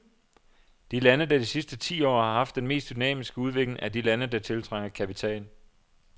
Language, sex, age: Danish, male, 27